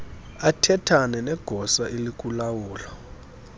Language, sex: Xhosa, male